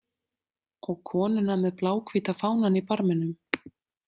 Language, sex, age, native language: Icelandic, female, 30-39, Icelandic